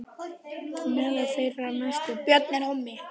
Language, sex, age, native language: Icelandic, other, 10, Icelandic